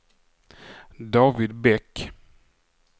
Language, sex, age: Swedish, male, 44